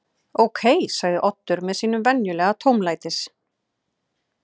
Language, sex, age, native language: Icelandic, female, 30-39, Icelandic